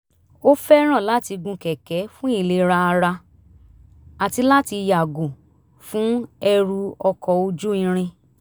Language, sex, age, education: Yoruba, female, 30-45, tertiary